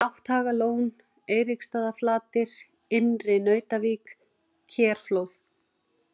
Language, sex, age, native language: Icelandic, female, 40-49, Icelandic